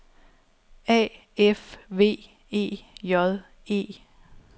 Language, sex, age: Danish, female, 34